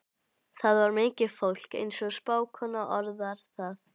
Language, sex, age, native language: Icelandic, female, 11, Icelandic